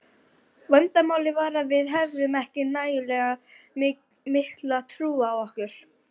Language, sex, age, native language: Icelandic, female, 40-49, Icelandic